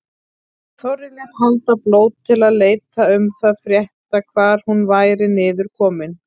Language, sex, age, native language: Icelandic, female, 30-39, Icelandic